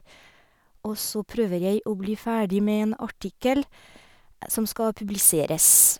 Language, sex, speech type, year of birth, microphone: Norwegian, female, spontaneous, 1971, Sennheiser